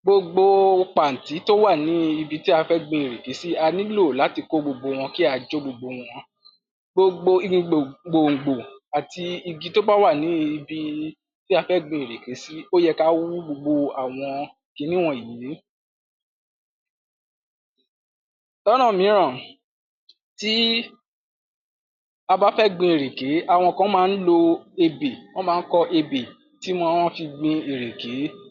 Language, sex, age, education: Yoruba, male, 46-60, tertiary